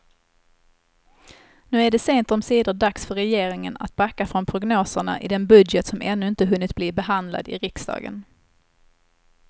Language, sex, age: Swedish, female, 21